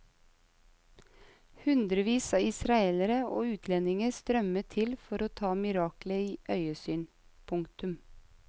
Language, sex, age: Norwegian, female, 35